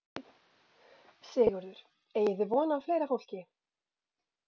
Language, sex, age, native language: Icelandic, female, 40-49, Icelandic